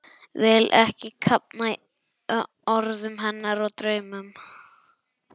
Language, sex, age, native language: Icelandic, male, 11, Icelandic